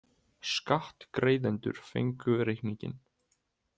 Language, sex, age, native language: Icelandic, male, 18-19, Icelandic